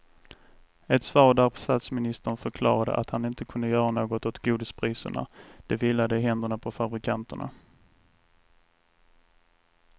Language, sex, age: Swedish, male, 24